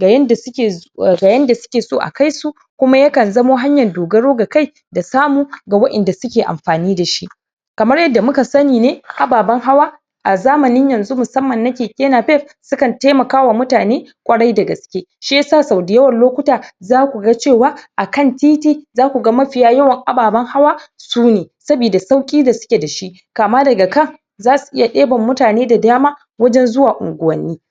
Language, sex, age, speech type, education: Hausa, female, 30-45, spontaneous, tertiary